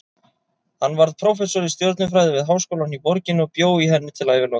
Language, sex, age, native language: Icelandic, male, 30-39, Icelandic